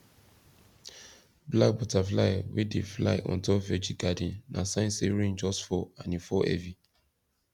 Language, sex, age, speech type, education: Nigerian Pidgin, male, 15-29, spontaneous, secondary